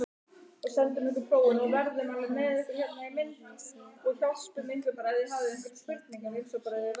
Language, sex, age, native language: Icelandic, female, 12, Icelandic